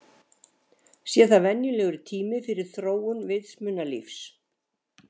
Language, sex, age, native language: Icelandic, female, 70-79, Icelandic